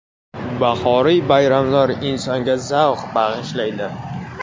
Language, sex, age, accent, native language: Uzbek, male, 18-24, Namangan, Uzbek